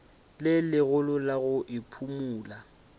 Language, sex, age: Northern Sotho, male, 25